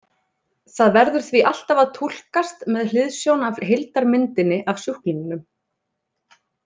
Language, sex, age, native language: Icelandic, female, 30-39, Icelandic